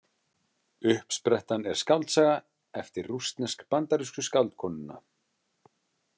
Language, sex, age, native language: Icelandic, male, 30-39, Icelandic